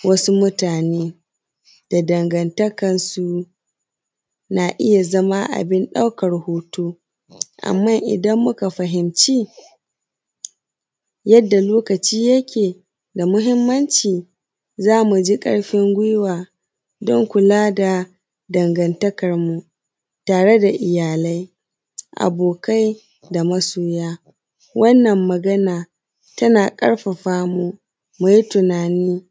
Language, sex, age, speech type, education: Hausa, female, 15-29, spontaneous, secondary